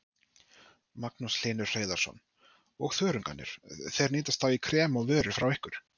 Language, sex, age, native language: Icelandic, male, 30-39, Icelandic